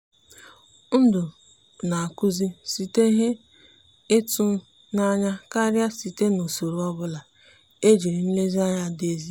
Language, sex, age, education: Igbo, female, 15-29, tertiary